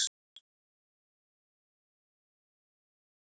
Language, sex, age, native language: Icelandic, female, 11, Icelandic